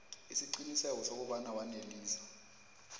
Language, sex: South Ndebele, female